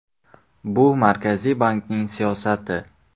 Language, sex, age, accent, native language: Uzbek, male, 18-24, Xorazm, Uzbek